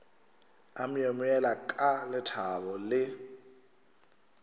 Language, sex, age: Northern Sotho, male, 21